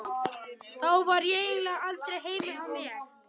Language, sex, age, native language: Icelandic, male, 11, Icelandic